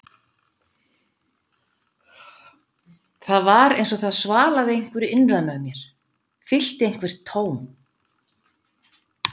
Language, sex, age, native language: Icelandic, female, 50-59, Icelandic